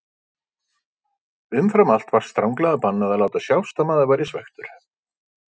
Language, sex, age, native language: Icelandic, male, 50-59, Icelandic